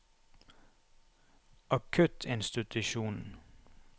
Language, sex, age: Norwegian, male, 32